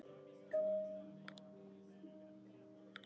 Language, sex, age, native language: Icelandic, male, 9, Icelandic